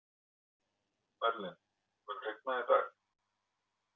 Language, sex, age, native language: Icelandic, male, 20-29, Icelandic